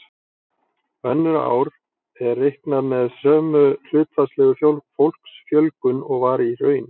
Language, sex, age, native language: Icelandic, male, 40-49, Icelandic